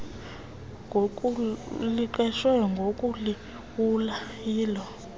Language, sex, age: Xhosa, female, 28